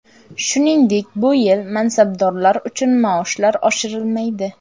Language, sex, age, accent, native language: Uzbek, female, 18-24, Samarqand, Uzbek